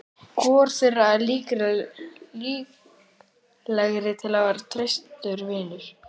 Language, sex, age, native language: Icelandic, male, 11, Icelandic